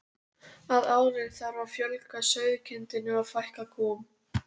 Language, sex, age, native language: Icelandic, female, 12, Icelandic